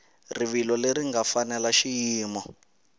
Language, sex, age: Tsonga, male, 19